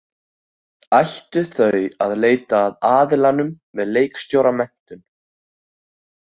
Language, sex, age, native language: Icelandic, male, 18-19, Icelandic